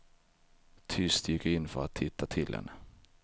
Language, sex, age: Swedish, male, 23